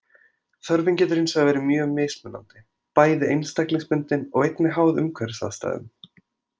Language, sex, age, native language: Icelandic, male, 20-29, Icelandic